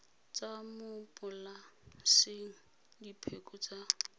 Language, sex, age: Tswana, female, 22